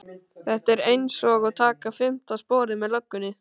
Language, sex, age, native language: Icelandic, male, 13, Icelandic